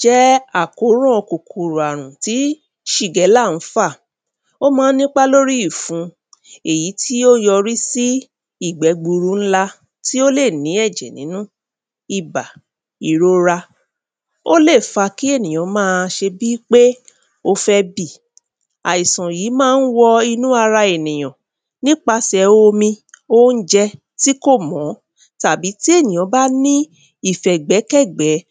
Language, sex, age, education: Yoruba, female, 30-45, tertiary